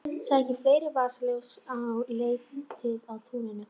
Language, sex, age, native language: Icelandic, female, 11, Icelandic